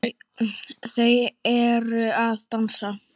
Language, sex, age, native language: Icelandic, female, 9, Icelandic